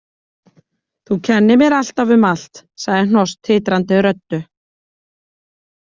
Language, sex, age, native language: Icelandic, female, 30-39, Icelandic